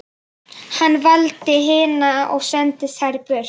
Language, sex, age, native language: Icelandic, male, 11, Icelandic